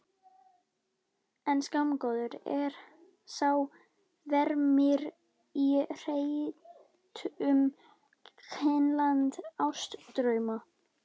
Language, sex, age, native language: Icelandic, female, 12, Icelandic